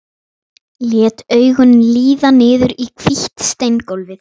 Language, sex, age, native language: Icelandic, female, 12, Icelandic